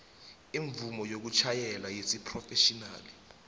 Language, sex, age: South Ndebele, male, 19